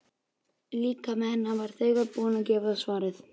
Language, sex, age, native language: Icelandic, male, 12, Icelandic